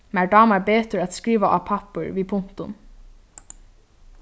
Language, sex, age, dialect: Faroese, female, 15-35, Norðurstreymoy/Eysturoy